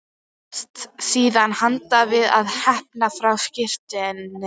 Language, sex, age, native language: Icelandic, female, 12, Icelandic